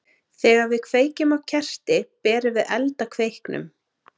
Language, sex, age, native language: Icelandic, female, 30-39, Icelandic